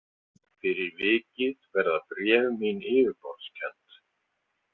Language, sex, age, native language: Icelandic, male, 50-59, Icelandic